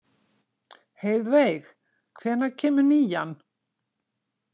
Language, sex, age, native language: Icelandic, female, 60-69, Icelandic